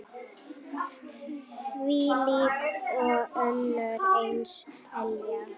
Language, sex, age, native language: Icelandic, female, 9, Icelandic